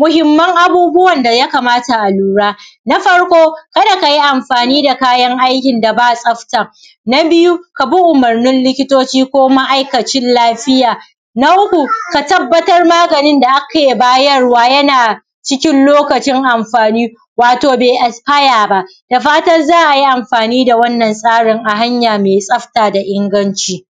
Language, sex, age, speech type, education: Hausa, female, 30-45, spontaneous, primary